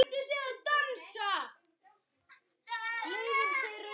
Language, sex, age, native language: Icelandic, male, 9, Icelandic